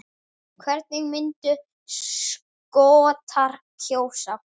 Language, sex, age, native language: Icelandic, male, 10, Icelandic